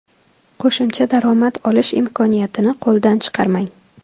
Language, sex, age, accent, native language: Uzbek, female, 18-24, Toshkent viloyati, Tajik